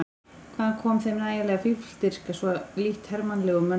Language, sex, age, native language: Icelandic, female, 14, Icelandic